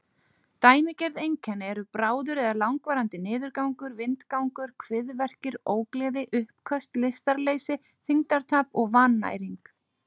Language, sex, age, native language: Icelandic, female, 18-19, Icelandic